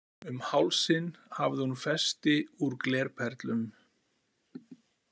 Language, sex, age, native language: Icelandic, male, 40-49, Icelandic